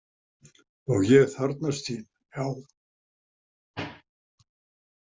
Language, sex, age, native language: Icelandic, male, 70-79, Icelandic